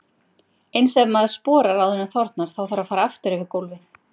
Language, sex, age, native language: Icelandic, female, 50-59, Icelandic